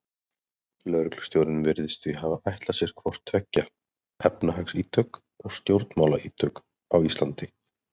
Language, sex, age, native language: Icelandic, male, 30-39, Icelandic